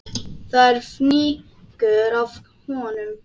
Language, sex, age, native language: Icelandic, male, 10, Icelandic